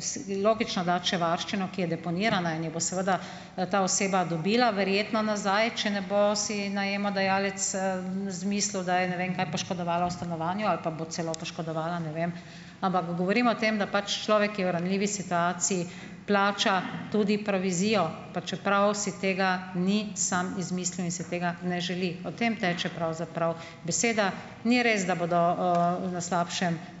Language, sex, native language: Slovenian, female, Slovenian